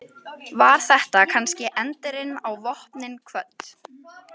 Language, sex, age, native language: Icelandic, female, 12, Icelandic